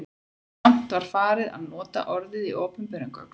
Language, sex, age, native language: Icelandic, female, 30-39, Icelandic